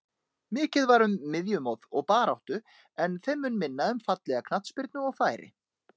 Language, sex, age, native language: Icelandic, male, 30-39, Icelandic